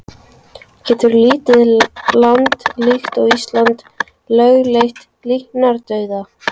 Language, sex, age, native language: Icelandic, female, 13, Icelandic